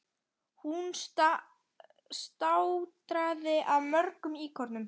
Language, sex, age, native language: Icelandic, male, 10, Icelandic